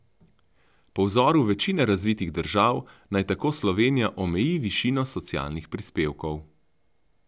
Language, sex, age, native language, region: Slovenian, male, 30-49, Slovenian, Central Slovenia